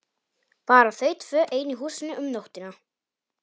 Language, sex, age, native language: Icelandic, male, 18-19, Polish